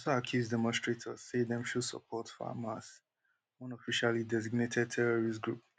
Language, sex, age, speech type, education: Nigerian Pidgin, male, 15-29, spontaneous, tertiary